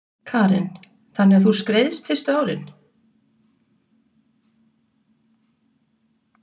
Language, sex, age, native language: Icelandic, female, 60-69, Icelandic